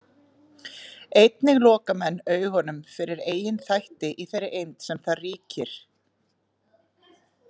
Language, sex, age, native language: Icelandic, female, 40-49, Icelandic